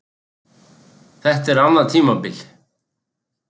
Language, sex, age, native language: Icelandic, male, 60-69, Icelandic